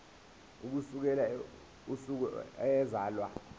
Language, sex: Zulu, male